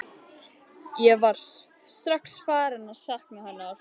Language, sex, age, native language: Icelandic, other, 12, Icelandic